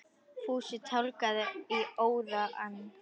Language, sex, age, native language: Icelandic, female, 10, Icelandic